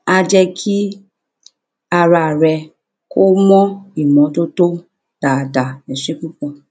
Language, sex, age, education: Yoruba, female, 30-45, primary